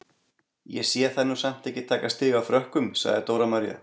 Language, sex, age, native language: Icelandic, male, 40-49, Icelandic